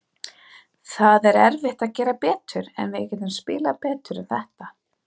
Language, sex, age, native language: Icelandic, female, 30-39, Icelandic